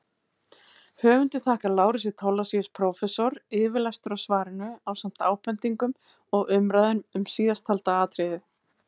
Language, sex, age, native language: Icelandic, female, 50-59, Icelandic